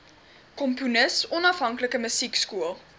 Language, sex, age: Afrikaans, female, 21